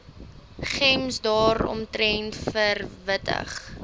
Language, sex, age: Afrikaans, female, 20